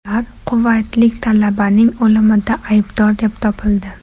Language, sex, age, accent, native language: Uzbek, female, 18-24, Toshkent shahri, Uzbek